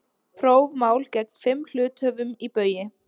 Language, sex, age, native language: Icelandic, female, 20-29, Icelandic